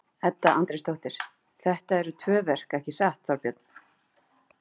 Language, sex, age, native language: Icelandic, female, 40-49, Icelandic